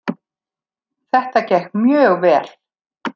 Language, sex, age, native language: Icelandic, female, 70-79, Icelandic